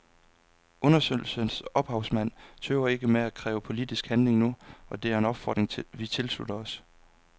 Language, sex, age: Danish, male, 26